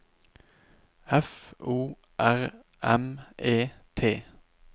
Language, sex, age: Norwegian, male, 29